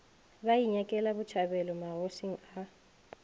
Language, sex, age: Northern Sotho, female, 21